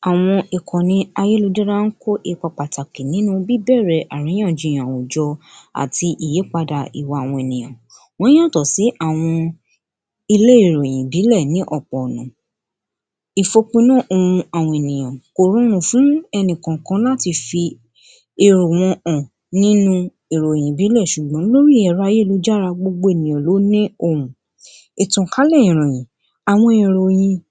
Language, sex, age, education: Yoruba, female, 60+, tertiary